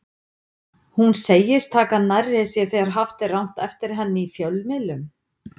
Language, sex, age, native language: Icelandic, female, 50-59, Icelandic